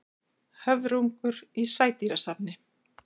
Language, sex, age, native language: Icelandic, female, 60-69, Icelandic